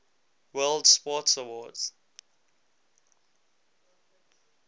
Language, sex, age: English, male, 19